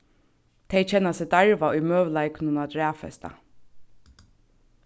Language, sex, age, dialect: Faroese, female, 15-35, Suðurstreymoy